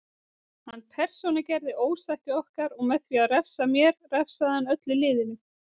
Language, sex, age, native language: Icelandic, female, 30-39, Icelandic